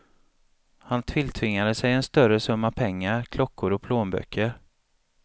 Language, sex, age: Swedish, male, 35